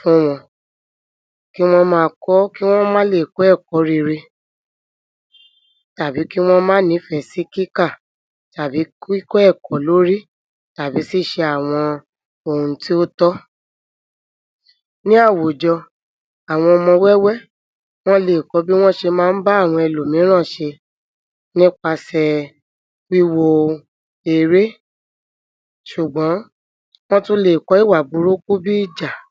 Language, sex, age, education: Yoruba, female, 30-45, tertiary